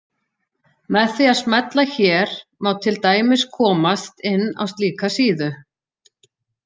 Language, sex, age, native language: Icelandic, female, 40-49, Icelandic